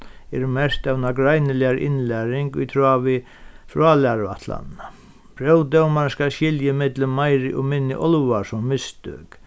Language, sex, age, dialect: Faroese, male, 36-60, Sandoy